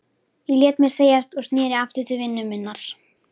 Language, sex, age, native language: Icelandic, female, 13, Icelandic